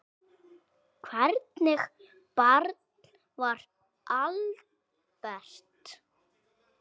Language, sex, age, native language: Icelandic, male, 6, Icelandic